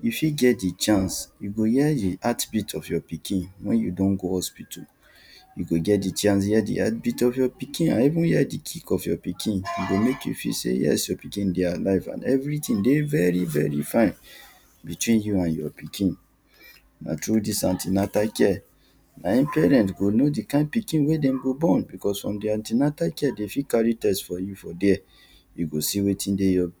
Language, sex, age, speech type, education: Nigerian Pidgin, male, 30-45, spontaneous, tertiary